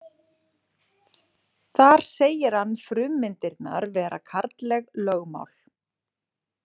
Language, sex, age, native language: Icelandic, female, 40-49, Icelandic